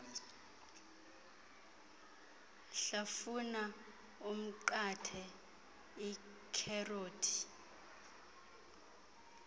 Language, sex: Xhosa, female